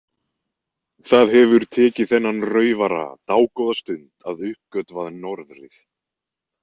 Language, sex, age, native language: Icelandic, male, 20-29, Icelandic